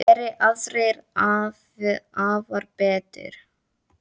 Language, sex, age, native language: Icelandic, male, 10, Icelandic